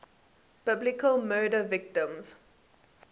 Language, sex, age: English, female, 18